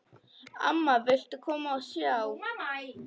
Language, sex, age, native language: Icelandic, female, 10, Polish